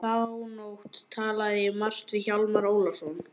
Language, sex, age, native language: Icelandic, male, 11, Icelandic